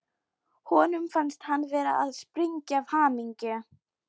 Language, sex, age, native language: Icelandic, female, 11, Polish